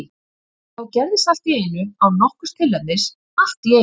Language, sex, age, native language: Icelandic, female, 50-59, Icelandic